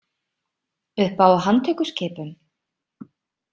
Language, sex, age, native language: Icelandic, female, 30-39, Icelandic